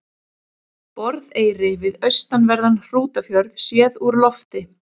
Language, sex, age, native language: Icelandic, female, 30-39, Icelandic